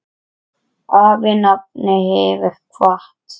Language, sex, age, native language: Icelandic, male, 9, Icelandic